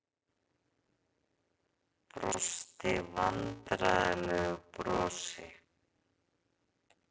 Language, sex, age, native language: Icelandic, female, 30-39, Icelandic